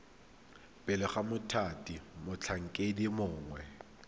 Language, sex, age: Tswana, male, 23